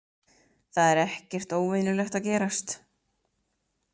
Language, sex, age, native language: Icelandic, female, 30-39, Icelandic